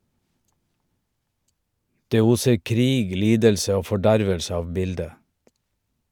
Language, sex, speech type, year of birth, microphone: Norwegian, male, read, 1951, Shure